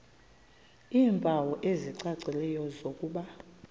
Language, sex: Xhosa, female